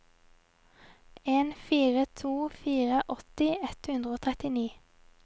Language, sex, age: Norwegian, female, 22